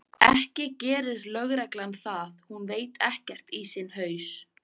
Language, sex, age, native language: Icelandic, female, 14, Icelandic